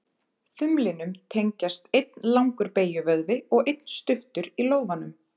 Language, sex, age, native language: Icelandic, female, 30-39, Icelandic